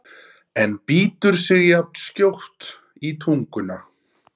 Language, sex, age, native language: Icelandic, male, 30-39, Icelandic